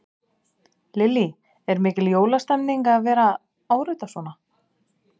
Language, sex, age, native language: Icelandic, female, 30-39, Icelandic